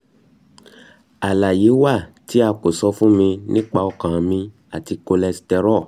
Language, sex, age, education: Yoruba, male, 30-45, tertiary